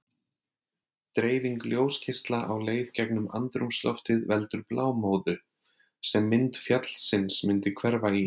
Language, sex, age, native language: Icelandic, male, 30-39, Icelandic